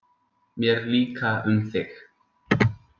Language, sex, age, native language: Icelandic, male, 20-29, Icelandic